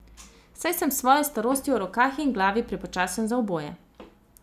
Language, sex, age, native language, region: Slovenian, female, 30-49, Slovenian, Zasavska region